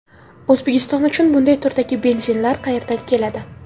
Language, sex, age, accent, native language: Uzbek, female, 19-29, Samarqand, Uzbek